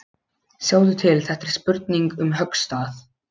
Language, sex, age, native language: Icelandic, male, 12, Polish